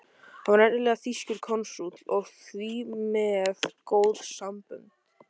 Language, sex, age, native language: Icelandic, male, 13, Icelandic